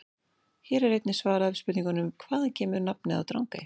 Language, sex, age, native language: Icelandic, female, 40-49, Icelandic